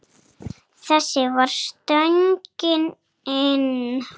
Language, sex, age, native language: Icelandic, female, 7, Icelandic